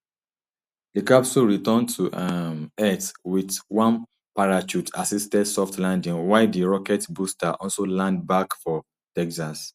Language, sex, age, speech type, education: Nigerian Pidgin, male, 30-45, spontaneous, tertiary